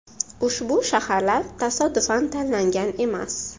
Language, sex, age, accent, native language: Uzbek, female, 18-24, Toshkent shahri, Uzbek